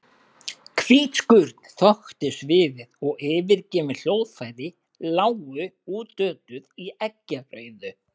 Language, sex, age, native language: Icelandic, male, 40-49, Icelandic